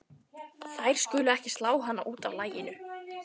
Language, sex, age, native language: Icelandic, female, 13, Icelandic